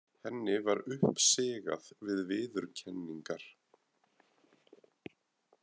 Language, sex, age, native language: Icelandic, male, 30-39, Icelandic